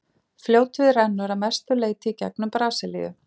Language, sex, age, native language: Icelandic, female, 40-49, Icelandic